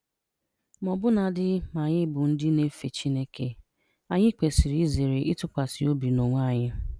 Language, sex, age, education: Igbo, female, 30-45, tertiary